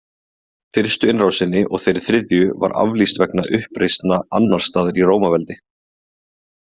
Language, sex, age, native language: Icelandic, male, 20-29, Icelandic